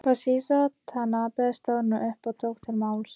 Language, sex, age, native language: Icelandic, female, 18-19, Icelandic